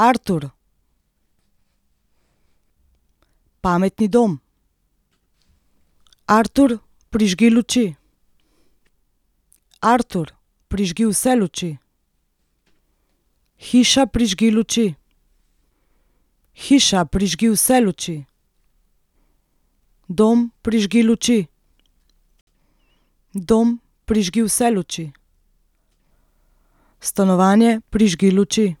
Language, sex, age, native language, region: Slovenian, female, 30-49, Slovenian, Central Slovenia